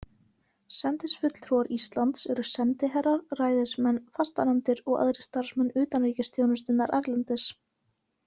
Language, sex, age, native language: Icelandic, female, 18-19, Icelandic